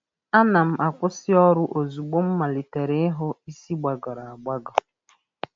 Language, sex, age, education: Igbo, female, 30-45, tertiary